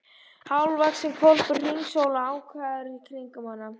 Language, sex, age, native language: Icelandic, male, 12, Icelandic